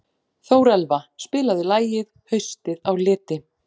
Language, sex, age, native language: Icelandic, female, 40-49, Icelandic